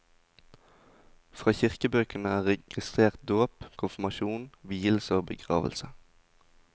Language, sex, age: Norwegian, male, 20